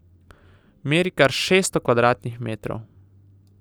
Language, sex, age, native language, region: Slovenian, male, 18-29, Slovenian, Southeast Slovenia